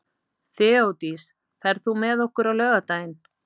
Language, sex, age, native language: Icelandic, female, 50-59, Icelandic